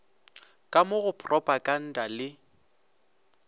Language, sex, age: Northern Sotho, male, 18